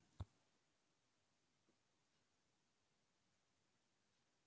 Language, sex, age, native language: Icelandic, male, 60-69, Icelandic